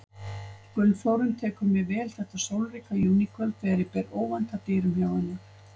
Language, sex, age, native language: Icelandic, female, 50-59, Icelandic